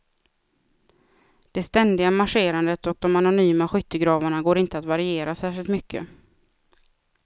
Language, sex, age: Swedish, female, 36